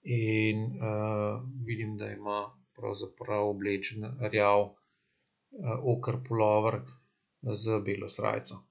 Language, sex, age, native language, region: Slovenian, male, 50-59, Slovenian, Central Slovenia